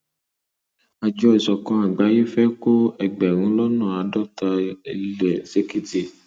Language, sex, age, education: Yoruba, male, 30-45, secondary